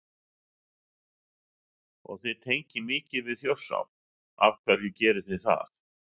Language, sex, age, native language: Icelandic, male, 60-69, Icelandic